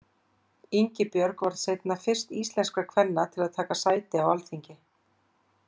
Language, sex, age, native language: Icelandic, female, 40-49, Icelandic